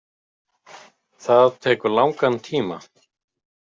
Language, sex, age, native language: Icelandic, male, 50-59, Icelandic